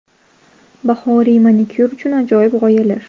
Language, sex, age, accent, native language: Uzbek, female, under 19, Sirdaryo, Uzbek